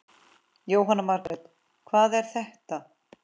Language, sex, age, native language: Icelandic, female, 10, Icelandic